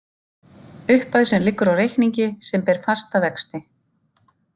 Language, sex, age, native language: Icelandic, female, 50-59, Icelandic